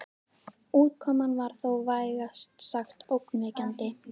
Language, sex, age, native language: Icelandic, female, 13, Icelandic